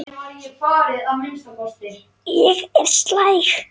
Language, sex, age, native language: Icelandic, male, 10, Icelandic